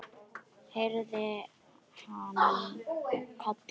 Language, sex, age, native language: Icelandic, other, 10, Icelandic